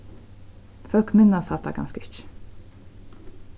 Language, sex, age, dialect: Faroese, female, 36-60, Suðurstreymoy